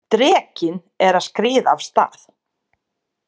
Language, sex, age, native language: Icelandic, female, 30-39, Serbo-Croatian